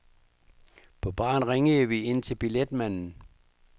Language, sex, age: Danish, male, 59